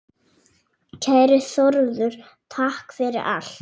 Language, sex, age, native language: Icelandic, female, 8, Icelandic